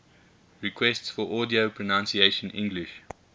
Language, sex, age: English, male, 21